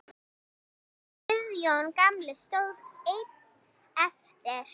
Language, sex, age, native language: Icelandic, female, 9, Icelandic